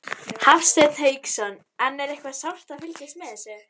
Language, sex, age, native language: Icelandic, female, 12, Icelandic